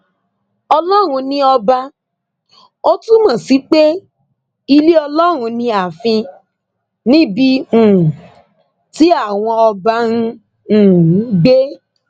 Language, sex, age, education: Yoruba, female, 15-29, tertiary